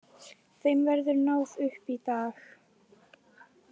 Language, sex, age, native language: Icelandic, female, 20-29, Icelandic